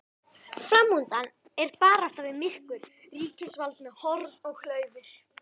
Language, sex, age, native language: Icelandic, female, 11, Icelandic